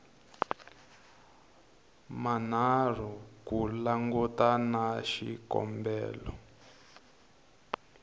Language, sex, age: Tsonga, male, 22